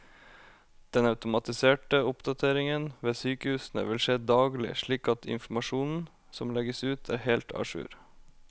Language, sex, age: Norwegian, male, 25